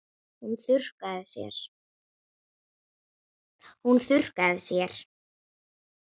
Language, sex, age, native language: Icelandic, female, 9, Icelandic